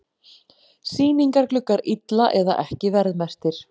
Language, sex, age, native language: Icelandic, female, 40-49, Icelandic